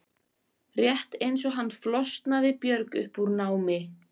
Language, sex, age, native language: Icelandic, female, 14, Icelandic